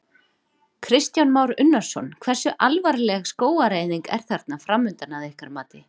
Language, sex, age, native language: Icelandic, female, 40-49, Icelandic